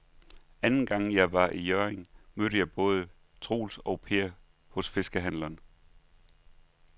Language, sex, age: Danish, male, 39